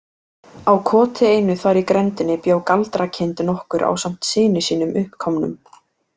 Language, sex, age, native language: Icelandic, female, 18-19, Icelandic